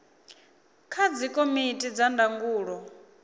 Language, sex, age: Venda, female, 24